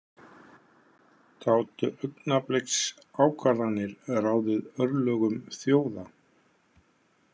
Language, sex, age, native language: Icelandic, male, 50-59, Icelandic